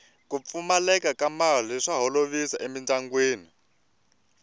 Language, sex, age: Tsonga, male, 24